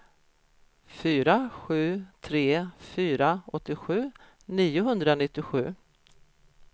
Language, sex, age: Swedish, female, 53